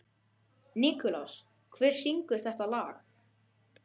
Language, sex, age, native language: Icelandic, male, 12, Icelandic